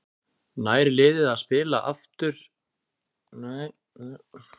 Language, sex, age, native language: Icelandic, male, 30-39, Icelandic